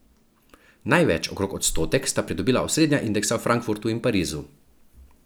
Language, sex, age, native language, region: Slovenian, male, 30-49, Slovenian, Central Slovenia